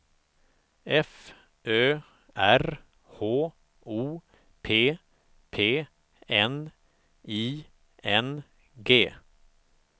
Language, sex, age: Swedish, male, 45